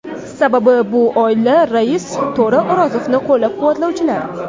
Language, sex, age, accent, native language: Uzbek, female, 18-24, Toshkent shahri, Uzbek